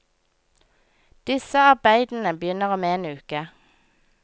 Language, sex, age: Norwegian, female, 24